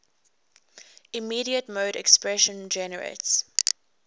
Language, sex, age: English, female, 21